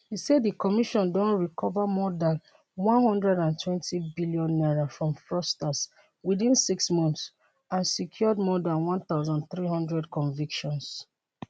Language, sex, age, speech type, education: Nigerian Pidgin, female, 30-45, spontaneous, tertiary